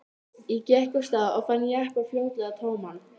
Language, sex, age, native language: Icelandic, female, 13, Icelandic